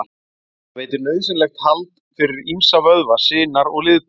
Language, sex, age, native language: Icelandic, male, 40-49, Icelandic